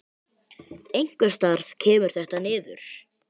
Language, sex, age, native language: Icelandic, male, 18-19, Icelandic